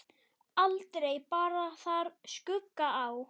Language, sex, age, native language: Icelandic, male, 8, Icelandic